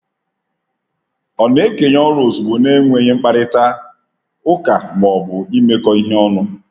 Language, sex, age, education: Igbo, male, 30-45, tertiary